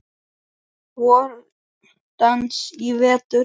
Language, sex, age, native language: Icelandic, male, 8, Icelandic